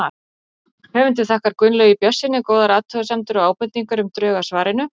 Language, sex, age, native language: Icelandic, female, 40-49, Icelandic